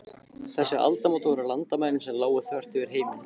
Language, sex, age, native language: Icelandic, male, 15, Icelandic